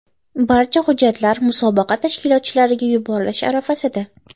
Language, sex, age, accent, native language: Uzbek, female, 18-24, Toshkent shahri, Uzbek